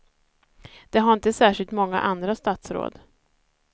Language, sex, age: Swedish, female, 30